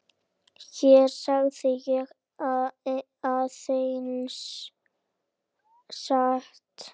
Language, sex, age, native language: Icelandic, female, 9, Icelandic